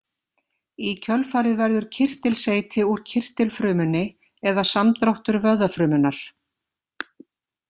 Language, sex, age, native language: Icelandic, female, 50-59, Icelandic